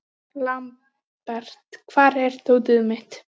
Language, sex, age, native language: Icelandic, female, 12, Icelandic